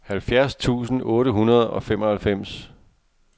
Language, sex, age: Danish, male, 48